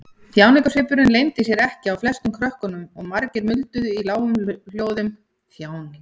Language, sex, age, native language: Icelandic, female, 40-49, Icelandic